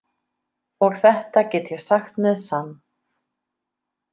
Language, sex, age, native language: Icelandic, female, 30-39, Icelandic